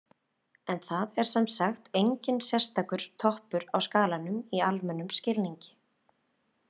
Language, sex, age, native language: Icelandic, female, 30-39, Icelandic